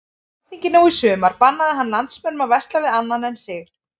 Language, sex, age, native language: Icelandic, female, 30-39, Icelandic